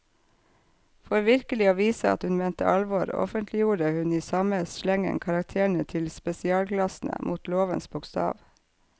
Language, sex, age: Norwegian, female, 48